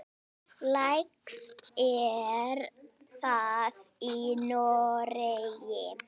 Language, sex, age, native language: Icelandic, female, 9, Icelandic